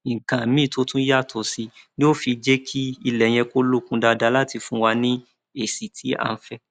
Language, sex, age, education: Yoruba, male, 30-45, tertiary